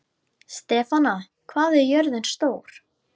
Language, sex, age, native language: Icelandic, female, 11, Icelandic